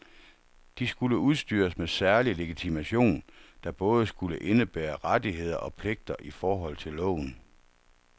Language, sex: Danish, male